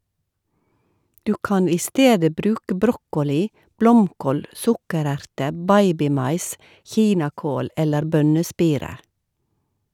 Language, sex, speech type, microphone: Norwegian, female, read, Shure